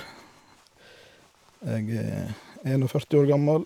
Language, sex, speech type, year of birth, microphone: Norwegian, male, spontaneous, 1971, Shure